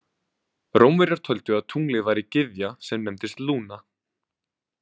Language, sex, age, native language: Icelandic, male, 20-29, Icelandic